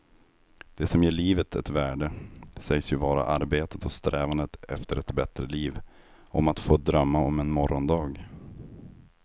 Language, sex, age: Swedish, male, 25